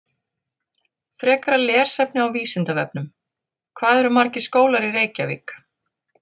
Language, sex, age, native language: Icelandic, female, 40-49, Icelandic